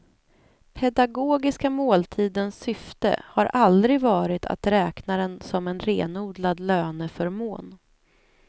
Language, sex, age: Swedish, female, 28